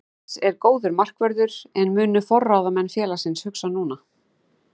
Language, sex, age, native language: Icelandic, female, 40-49, Icelandic